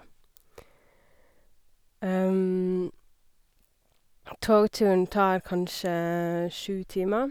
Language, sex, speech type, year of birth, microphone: Norwegian, female, spontaneous, 1990, Sennheiser